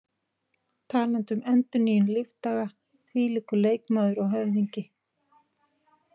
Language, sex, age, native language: Icelandic, female, 40-49, Icelandic